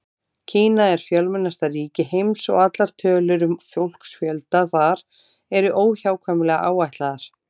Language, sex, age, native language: Icelandic, female, 30-39, Icelandic